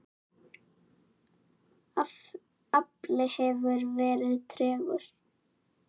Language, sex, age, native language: Icelandic, female, 9, Icelandic